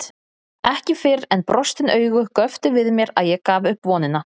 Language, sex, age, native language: Icelandic, female, 30-39, Icelandic